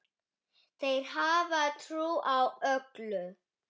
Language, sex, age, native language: Icelandic, female, 8, Icelandic